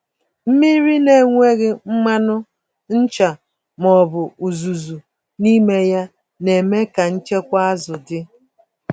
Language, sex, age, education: Igbo, female, 46-60, tertiary